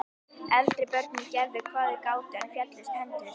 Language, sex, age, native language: Icelandic, female, 11, Icelandic